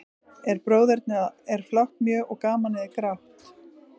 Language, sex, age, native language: Icelandic, female, 40-49, Icelandic